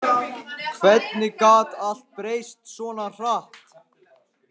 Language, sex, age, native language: Icelandic, male, 18-19, Lithuanian